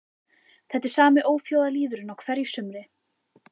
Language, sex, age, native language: Icelandic, female, 14, Icelandic